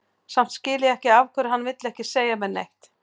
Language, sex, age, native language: Icelandic, female, 40-49, Icelandic